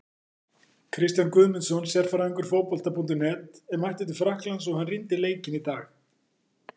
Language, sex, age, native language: Icelandic, male, 40-49, Icelandic